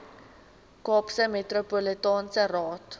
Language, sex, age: Afrikaans, female, 19